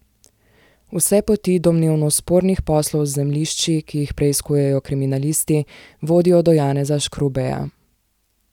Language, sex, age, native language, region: Slovenian, female, 18-29, Slovenian, Zasavska region